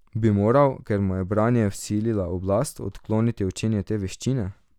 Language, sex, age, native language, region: Slovenian, male, 18-29, Slovenian, Drava region